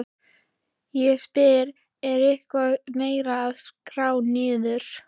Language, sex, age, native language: Icelandic, female, 13, Icelandic